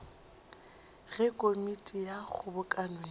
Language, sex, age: Northern Sotho, female, 23